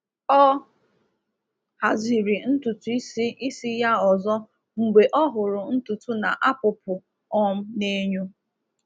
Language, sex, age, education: Igbo, female, 15-29, tertiary